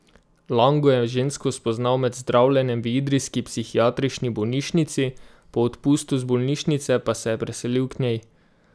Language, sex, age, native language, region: Slovenian, male, 18-29, Slovenian, Drava region